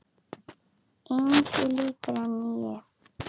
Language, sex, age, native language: Icelandic, female, 7, Icelandic